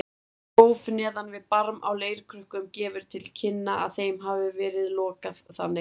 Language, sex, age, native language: Icelandic, female, 30-39, Icelandic